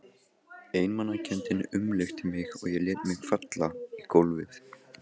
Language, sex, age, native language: Icelandic, male, 15, Icelandic